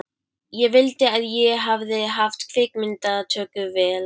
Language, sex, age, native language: Icelandic, female, 12, Icelandic